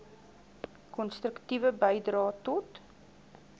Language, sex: Afrikaans, female